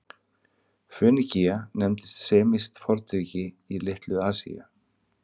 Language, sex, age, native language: Icelandic, male, 50-59, Icelandic